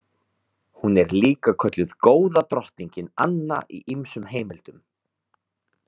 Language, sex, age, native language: Icelandic, male, 30-39, Icelandic